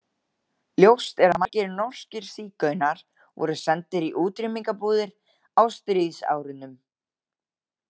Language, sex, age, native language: Icelandic, male, 18-19, Icelandic